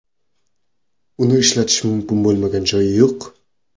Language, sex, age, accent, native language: Uzbek, male, 18-24, Qoraqalpog'iston, Karakalpak